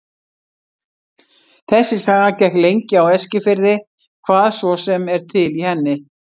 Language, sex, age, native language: Icelandic, female, 60-69, Icelandic